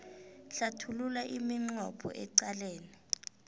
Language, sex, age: South Ndebele, female, 26